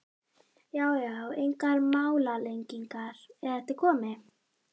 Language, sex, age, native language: Icelandic, female, 12, Icelandic